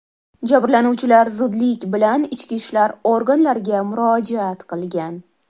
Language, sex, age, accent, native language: Uzbek, female, 19-29, Toshkent shahri, Uzbek